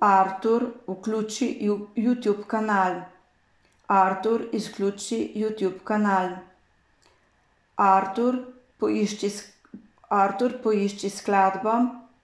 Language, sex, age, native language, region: Slovenian, female, 50-59, Slovenian, Savinja region